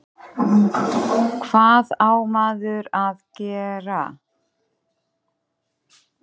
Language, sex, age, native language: Icelandic, female, 30-39, Icelandic